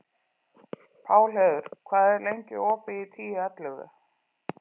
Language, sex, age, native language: Icelandic, female, 40-49, Icelandic